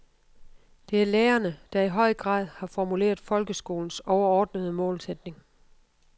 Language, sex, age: Danish, female, 52